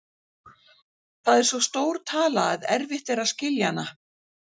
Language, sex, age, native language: Icelandic, female, 60-69, Icelandic